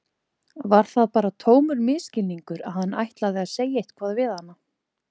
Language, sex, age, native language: Icelandic, female, 20-29, Icelandic